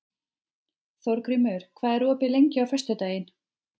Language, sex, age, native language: Icelandic, female, 30-39, Icelandic